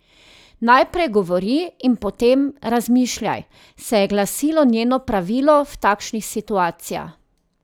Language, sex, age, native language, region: Slovenian, female, 30-49, Slovenian, Drava region